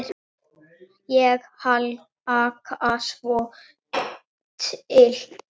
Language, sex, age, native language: Icelandic, male, 7, Icelandic